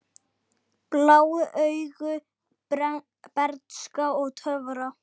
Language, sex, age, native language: Icelandic, male, 8, Icelandic